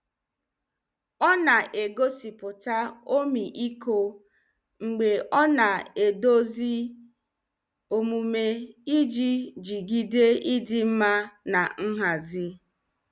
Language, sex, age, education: Igbo, female, 30-45, tertiary